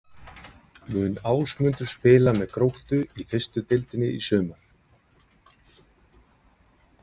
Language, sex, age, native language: Icelandic, male, 30-39, Icelandic